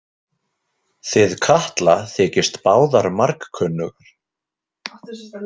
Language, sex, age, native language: Icelandic, male, 20-29, Icelandic